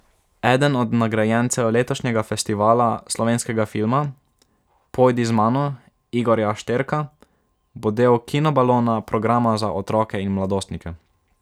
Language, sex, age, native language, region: Slovenian, male, 12-17, Slovenian, Savinja region